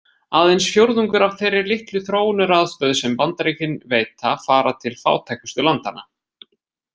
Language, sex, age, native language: Icelandic, male, 20-29, Icelandic